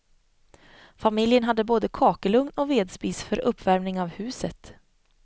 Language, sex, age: Swedish, female, 25